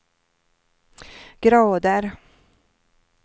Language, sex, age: Swedish, female, 67